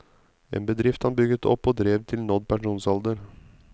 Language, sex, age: Norwegian, male, 35